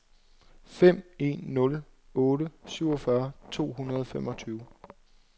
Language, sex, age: Danish, male, 26